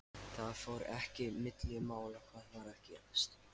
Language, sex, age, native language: Icelandic, male, 13, Lithuanian